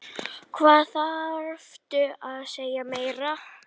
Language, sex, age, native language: Icelandic, female, 8, Icelandic